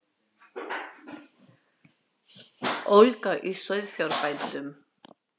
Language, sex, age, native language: Icelandic, female, 60-69, Icelandic